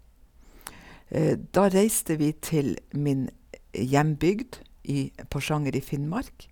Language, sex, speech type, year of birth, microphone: Norwegian, female, spontaneous, 1956, Sennheiser